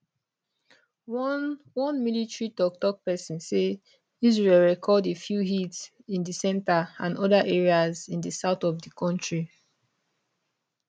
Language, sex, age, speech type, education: Nigerian Pidgin, female, 15-29, spontaneous, tertiary